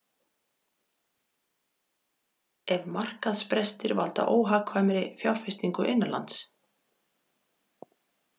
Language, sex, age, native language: Icelandic, female, 40-49, Icelandic